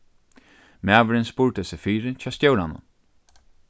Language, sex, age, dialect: Faroese, male, 36-60, Norðurstreymoy/Eysturoy